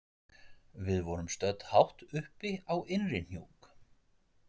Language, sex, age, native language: Icelandic, male, 40-49, Icelandic